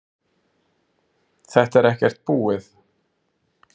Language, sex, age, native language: Icelandic, male, 40-49, Icelandic